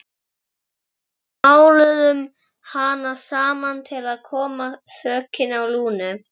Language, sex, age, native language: Icelandic, male, 11, Icelandic